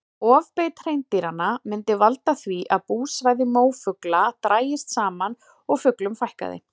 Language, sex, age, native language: Icelandic, female, 40-49, Icelandic